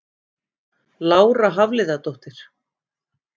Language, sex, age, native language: Icelandic, female, 50-59, Icelandic